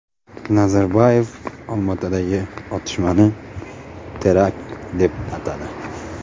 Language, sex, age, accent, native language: Uzbek, male, 18-24, Andijon, Uzbek